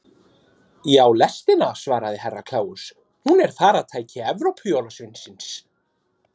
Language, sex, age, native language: Icelandic, female, 30-39, Icelandic